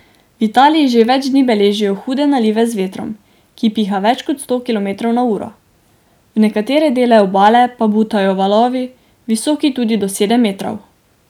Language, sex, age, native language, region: Slovenian, female, 18-29, Slovenian, Drava region